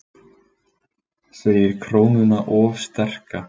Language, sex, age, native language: Icelandic, male, 20-29, Icelandic